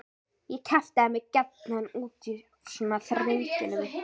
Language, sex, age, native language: Icelandic, female, 13, Icelandic